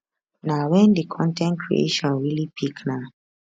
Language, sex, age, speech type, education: Nigerian Pidgin, female, 15-29, spontaneous, tertiary